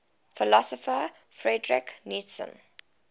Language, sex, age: English, female, 20